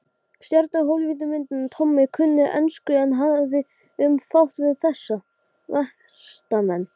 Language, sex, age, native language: Icelandic, male, 12, Icelandic